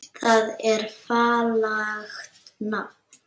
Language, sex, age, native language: Icelandic, female, 8, Icelandic